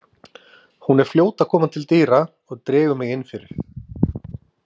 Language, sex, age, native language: Icelandic, male, 30-39, Icelandic